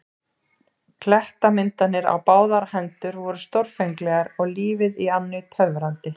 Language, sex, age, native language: Icelandic, female, 30-39, Icelandic